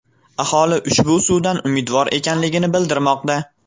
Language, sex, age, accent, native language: Uzbek, male, 18-24, Farg'ona, Uzbek